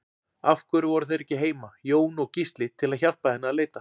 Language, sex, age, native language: Icelandic, male, 40-49, Icelandic